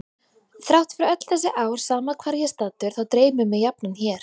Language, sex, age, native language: Icelandic, female, 20-29, Icelandic